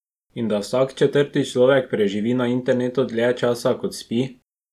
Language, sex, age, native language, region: Slovenian, male, 12-17, Slovenian, Drava region